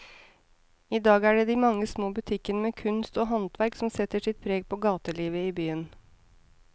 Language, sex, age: Norwegian, female, 30